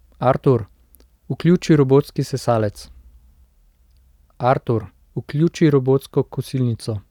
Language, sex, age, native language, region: Slovenian, male, 18-29, Slovenian, Central Slovenia